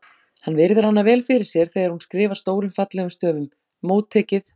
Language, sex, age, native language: Icelandic, female, 40-49, Icelandic